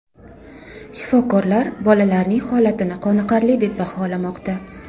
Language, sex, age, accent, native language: Uzbek, female, 35+, Toshkent shahri, Uzbek